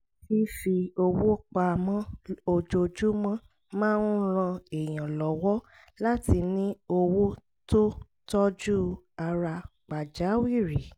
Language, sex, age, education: Yoruba, female, 30-45, tertiary